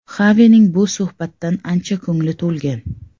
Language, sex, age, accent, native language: Uzbek, female, 35+, Samarqand, Uzbek